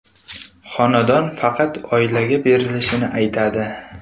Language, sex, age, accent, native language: Uzbek, male, 18-24, Surxondaryo, Uzbek